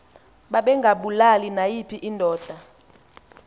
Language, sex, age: Xhosa, female, 20